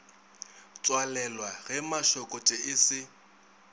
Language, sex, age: Northern Sotho, male, 22